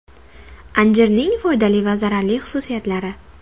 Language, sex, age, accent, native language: Uzbek, female, 19-29, Toshkent shahri, Uzbek